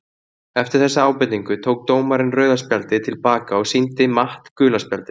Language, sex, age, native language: Icelandic, male, 30-39, Icelandic